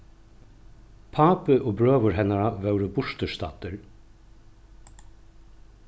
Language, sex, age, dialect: Faroese, male, 36-60, Norðuroyggjar